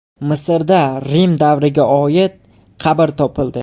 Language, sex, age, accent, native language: Uzbek, male, 18-24, Jizzax, Uzbek